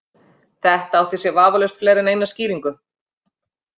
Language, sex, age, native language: Icelandic, female, 50-59, Icelandic